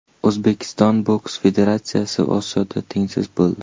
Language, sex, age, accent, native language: Uzbek, male, 18-24, Toshkent shahri, Uzbek